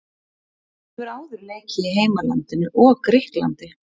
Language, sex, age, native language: Icelandic, female, 40-49, Icelandic